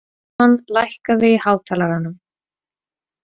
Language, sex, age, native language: Icelandic, female, 30-39, Icelandic